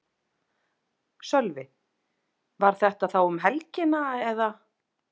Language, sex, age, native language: Icelandic, female, 40-49, Icelandic